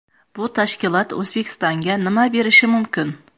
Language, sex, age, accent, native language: Uzbek, female, 35+, Qoraqalpog'iston, Karakalpak